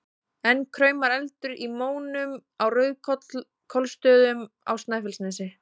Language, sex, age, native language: Icelandic, female, 20-29, Icelandic